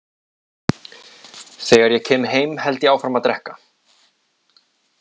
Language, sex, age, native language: Icelandic, male, 20-29, Icelandic